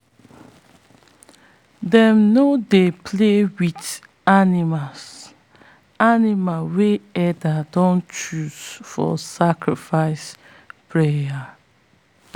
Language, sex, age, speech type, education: Nigerian Pidgin, female, 30-45, spontaneous, tertiary